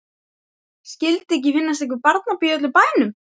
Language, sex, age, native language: Icelandic, male, 12, Icelandic